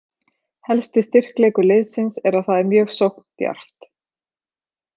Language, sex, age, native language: Icelandic, female, 30-39, Icelandic